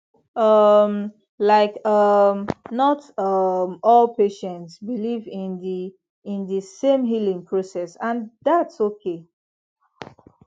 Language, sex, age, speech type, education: Nigerian Pidgin, female, 15-29, spontaneous, tertiary